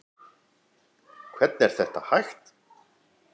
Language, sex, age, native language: Icelandic, female, 8, Icelandic